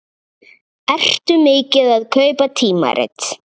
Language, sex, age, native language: Icelandic, male, 7, Icelandic